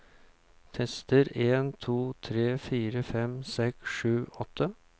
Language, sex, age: Norwegian, male, 39